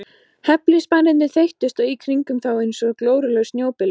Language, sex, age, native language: Icelandic, female, 14, Icelandic